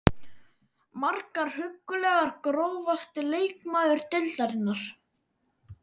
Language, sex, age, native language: Icelandic, male, 12, Icelandic